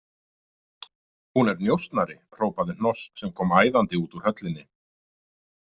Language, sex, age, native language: Icelandic, male, 50-59, Icelandic